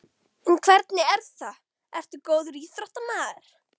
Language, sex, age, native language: Icelandic, female, 13, Icelandic